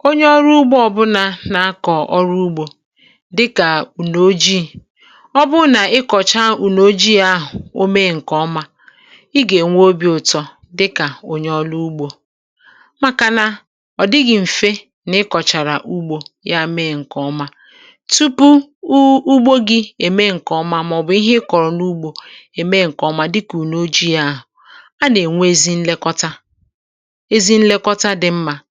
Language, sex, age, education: Igbo, female, 46-60, tertiary